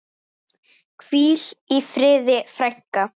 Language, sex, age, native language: Icelandic, female, 10, Icelandic